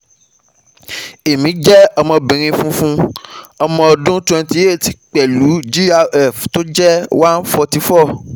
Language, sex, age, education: Yoruba, male, 15-29, tertiary